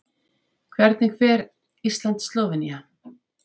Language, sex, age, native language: Icelandic, female, 30-39, Icelandic